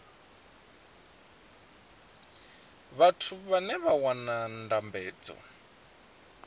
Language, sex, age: Venda, male, 20